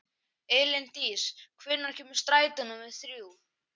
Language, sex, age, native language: Icelandic, male, 11, Icelandic